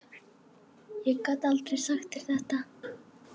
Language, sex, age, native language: Icelandic, female, 12, Icelandic